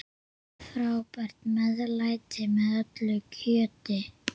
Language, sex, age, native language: Icelandic, male, 8, Icelandic